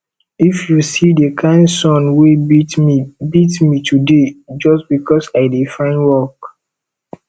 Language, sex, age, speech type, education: Nigerian Pidgin, male, 15-29, spontaneous, tertiary